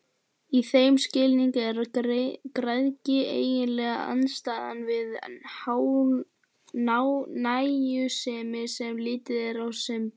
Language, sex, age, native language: Icelandic, male, 18-19, Icelandic